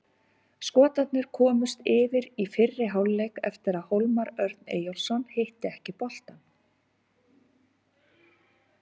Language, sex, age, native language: Icelandic, female, 50-59, Icelandic